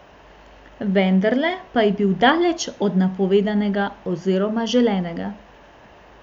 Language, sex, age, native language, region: Slovenian, female, 18-29, Slovenian, Central Slovenia